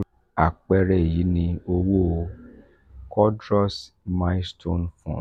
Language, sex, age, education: Yoruba, male, 46-60, tertiary